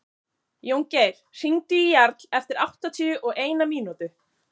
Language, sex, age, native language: Icelandic, female, 30-39, Icelandic